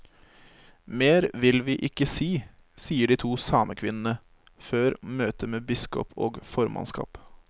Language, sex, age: Norwegian, male, 25